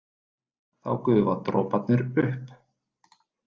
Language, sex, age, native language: Icelandic, male, 30-39, Icelandic